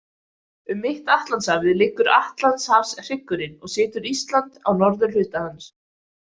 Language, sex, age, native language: Icelandic, female, 20-29, Icelandic